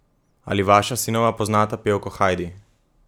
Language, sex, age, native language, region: Slovenian, male, 18-29, Slovenian, Gorenjska region